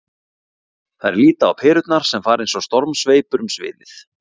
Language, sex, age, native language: Icelandic, male, 40-49, Icelandic